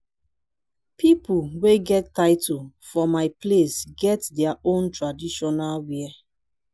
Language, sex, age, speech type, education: Nigerian Pidgin, female, 15-29, spontaneous, tertiary